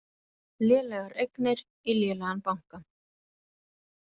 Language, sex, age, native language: Icelandic, female, 40-49, Icelandic